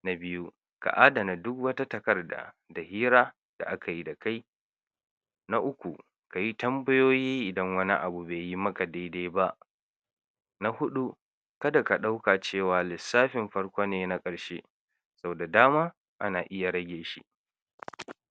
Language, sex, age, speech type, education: Hausa, male, 60+, spontaneous, tertiary